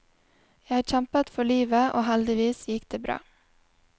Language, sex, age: Norwegian, female, 20